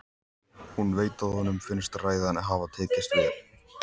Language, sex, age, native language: Icelandic, male, 14, Icelandic